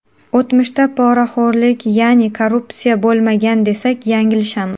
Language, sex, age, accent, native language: Uzbek, female, 18-24, Qashqadaryo, Uzbek